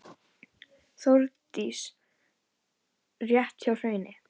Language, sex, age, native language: Icelandic, female, 18-19, Icelandic